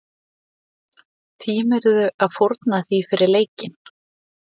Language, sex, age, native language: Icelandic, female, 30-39, Icelandic